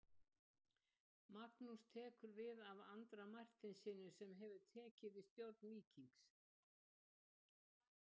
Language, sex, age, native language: Icelandic, female, 70-79, Icelandic